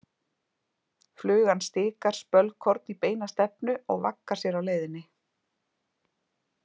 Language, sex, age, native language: Icelandic, female, 50-59, Icelandic